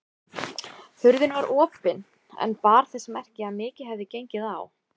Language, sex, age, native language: Icelandic, female, 20-29, Icelandic